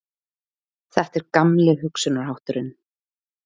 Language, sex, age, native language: Icelandic, female, 20-29, Icelandic